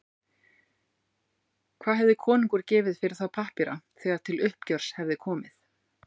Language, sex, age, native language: Icelandic, female, 40-49, Icelandic